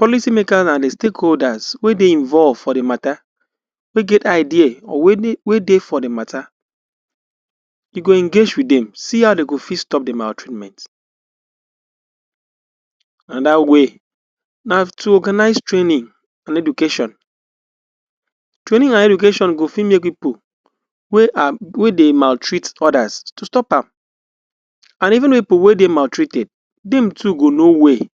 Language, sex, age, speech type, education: Nigerian Pidgin, male, 60+, spontaneous, tertiary